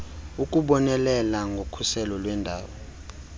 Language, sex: Xhosa, male